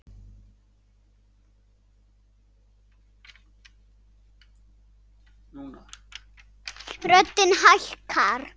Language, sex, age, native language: Icelandic, female, 6, Icelandic